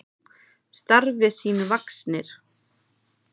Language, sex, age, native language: Icelandic, male, 9, Icelandic